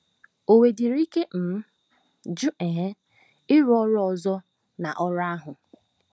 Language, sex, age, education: Igbo, female, 15-29, tertiary